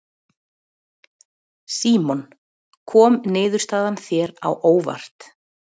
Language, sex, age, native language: Icelandic, female, 40-49, Icelandic